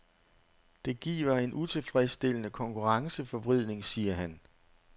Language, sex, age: Danish, male, 48